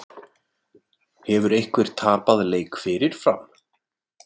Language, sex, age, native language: Icelandic, male, 40-49, Icelandic